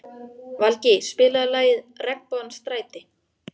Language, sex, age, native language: Icelandic, female, 14, Icelandic